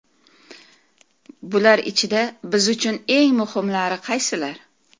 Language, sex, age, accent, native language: Uzbek, female, 40-49, Toshkent viloyati, Uzbek